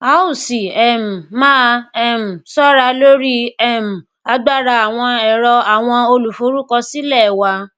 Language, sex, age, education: Yoruba, female, 15-29, tertiary